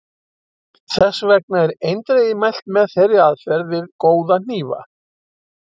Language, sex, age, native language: Icelandic, male, 60-69, Icelandic